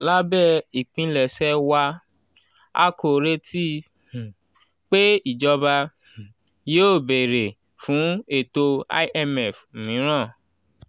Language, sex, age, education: Yoruba, male, 15-29, tertiary